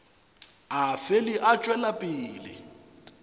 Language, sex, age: Northern Sotho, male, 35